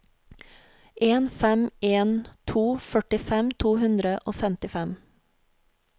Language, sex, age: Norwegian, female, 40